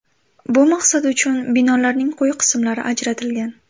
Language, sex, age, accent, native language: Uzbek, female, 18-24, Andijon, Uzbek